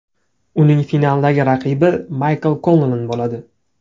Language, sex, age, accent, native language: Uzbek, male, 18-24, Toshkent shahri, Uzbek